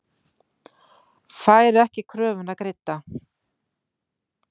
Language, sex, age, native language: Icelandic, female, 60-69, Icelandic